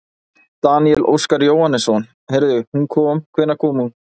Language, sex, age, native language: Icelandic, male, 20-29, Icelandic